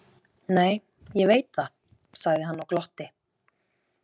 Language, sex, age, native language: Icelandic, female, 20-29, Icelandic